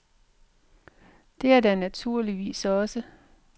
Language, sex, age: Danish, female, 45